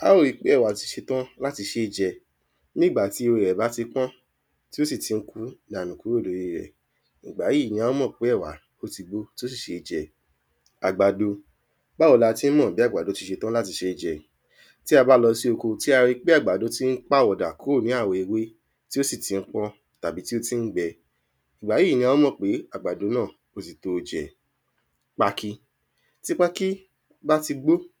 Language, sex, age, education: Yoruba, male, 15-29, tertiary